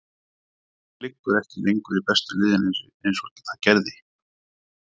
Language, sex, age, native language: Icelandic, male, 40-49, Icelandic